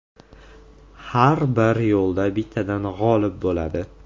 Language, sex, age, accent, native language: Uzbek, male, 18-24, Andijon, Uzbek